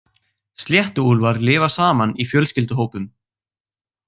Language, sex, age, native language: Icelandic, male, 18-19, Icelandic